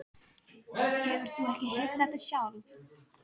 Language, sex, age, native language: Icelandic, female, 13, Filipino